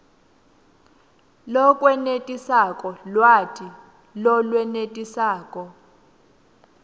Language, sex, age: Swati, female, 19